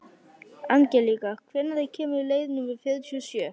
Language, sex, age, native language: Icelandic, female, 11, Icelandic